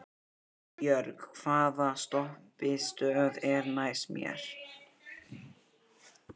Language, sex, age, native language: Icelandic, female, 11, Icelandic